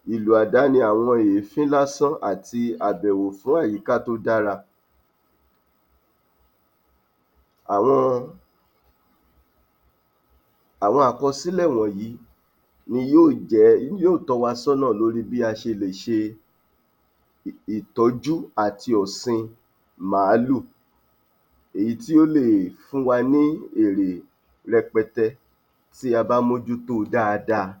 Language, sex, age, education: Yoruba, male, 46-60, tertiary